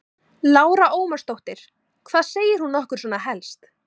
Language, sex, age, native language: Icelandic, female, 18-19, Icelandic